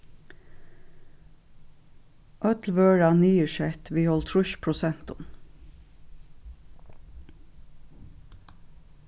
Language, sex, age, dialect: Faroese, female, 36-60, Suðurstreymoy